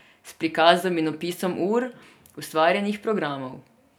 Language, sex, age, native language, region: Slovenian, female, 18-29, Serbian, Drava region